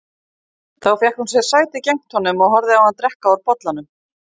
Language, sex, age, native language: Icelandic, female, 50-59, Icelandic